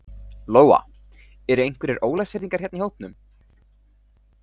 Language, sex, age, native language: Icelandic, male, 18-19, Icelandic